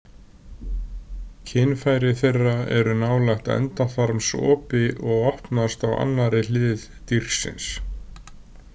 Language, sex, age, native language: Icelandic, male, 60-69, Icelandic